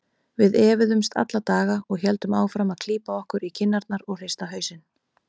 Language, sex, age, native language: Icelandic, female, 30-39, Icelandic